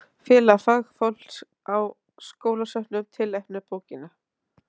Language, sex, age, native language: Icelandic, female, 30-39, Icelandic